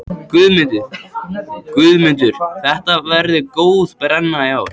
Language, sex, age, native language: Icelandic, male, 14, Icelandic